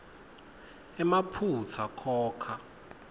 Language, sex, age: Swati, male, 19